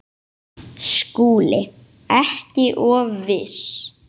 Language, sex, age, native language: Icelandic, male, 8, Icelandic